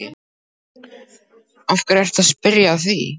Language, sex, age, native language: Icelandic, male, 12, Icelandic